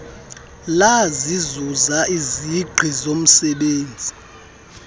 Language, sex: Xhosa, male